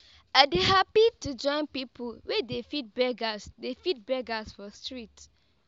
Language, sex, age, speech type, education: Nigerian Pidgin, female, 15-29, spontaneous, tertiary